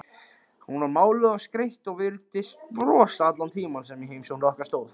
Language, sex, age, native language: Icelandic, male, 16, Icelandic